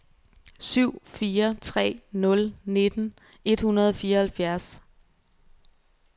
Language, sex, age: Danish, female, 24